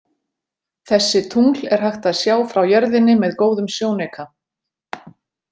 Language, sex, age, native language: Icelandic, female, 40-49, Icelandic